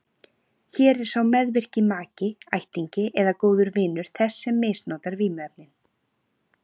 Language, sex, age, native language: Icelandic, female, 40-49, Icelandic